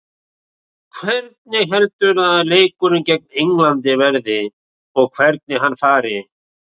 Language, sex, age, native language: Icelandic, male, 40-49, Icelandic